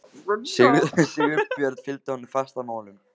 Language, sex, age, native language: Icelandic, male, 15, Icelandic